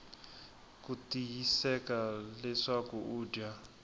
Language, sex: Tsonga, male